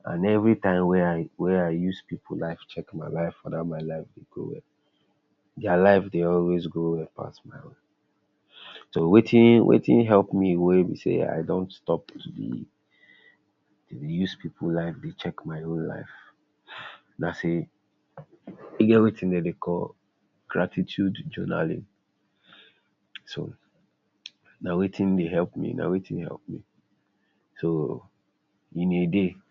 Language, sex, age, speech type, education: Nigerian Pidgin, male, 60+, spontaneous, tertiary